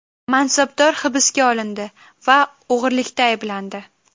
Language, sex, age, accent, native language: Uzbek, female, 18-24, Qashqadaryo, Uzbek